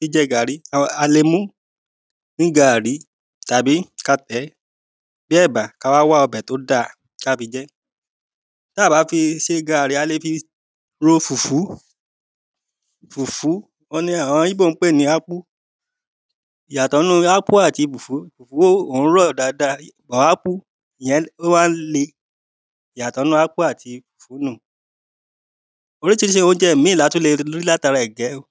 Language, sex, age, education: Yoruba, male, 30-45, primary